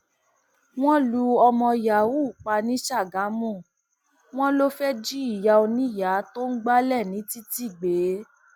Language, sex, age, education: Yoruba, female, 30-45, tertiary